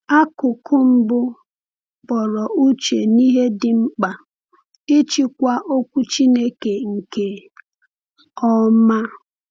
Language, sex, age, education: Igbo, female, 15-29, tertiary